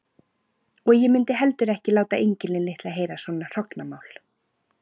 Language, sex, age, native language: Icelandic, female, 40-49, Icelandic